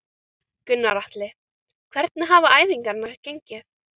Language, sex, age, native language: Icelandic, other, 13, Icelandic